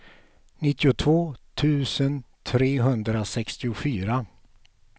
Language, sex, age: Swedish, male, 48